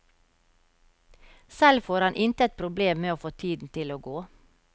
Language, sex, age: Norwegian, female, 52